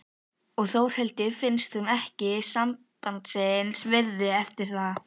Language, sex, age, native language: Icelandic, female, 11, Icelandic